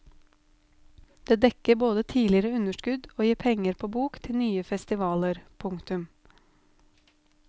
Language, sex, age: Norwegian, female, 32